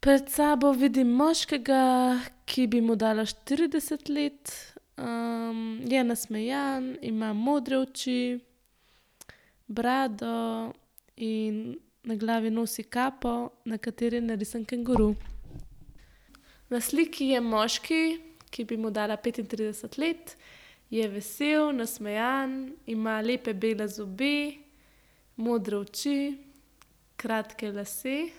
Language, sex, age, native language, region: Slovenian, female, 18-29, Slovenian, Central Slovenia